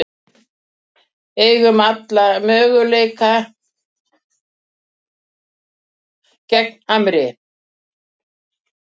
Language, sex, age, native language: Icelandic, female, 60-69, Icelandic